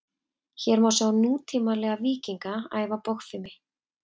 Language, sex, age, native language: Icelandic, female, 30-39, Icelandic